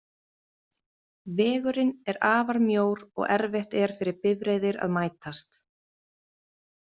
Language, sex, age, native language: Icelandic, female, 30-39, Icelandic